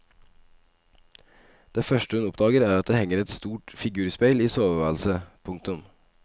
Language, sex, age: Norwegian, male, 25